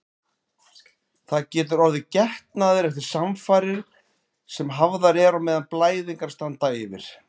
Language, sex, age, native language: Icelandic, male, 40-49, Icelandic